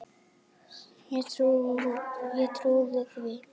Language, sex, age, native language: Icelandic, female, 8, Icelandic